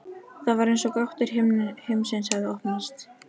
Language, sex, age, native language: Icelandic, female, 13, Icelandic